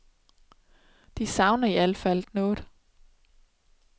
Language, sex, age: Danish, female, 27